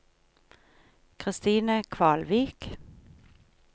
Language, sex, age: Norwegian, female, 43